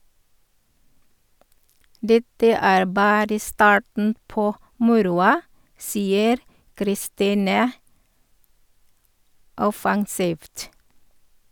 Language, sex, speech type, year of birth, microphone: Norwegian, female, read, 1962, Sennheiser